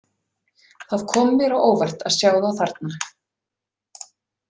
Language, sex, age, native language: Icelandic, female, 40-49, Icelandic